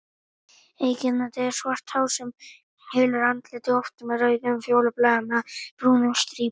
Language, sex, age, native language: Icelandic, male, 18-19, Icelandic